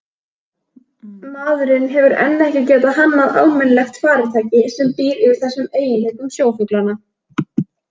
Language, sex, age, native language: Icelandic, female, 20-29, Icelandic